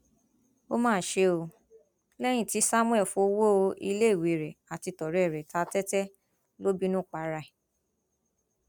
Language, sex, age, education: Yoruba, female, 15-29, tertiary